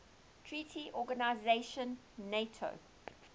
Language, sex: English, female